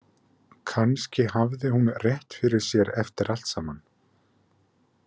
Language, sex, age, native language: Icelandic, male, 20-29, Icelandic